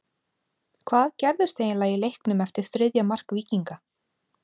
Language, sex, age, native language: Icelandic, female, 30-39, Icelandic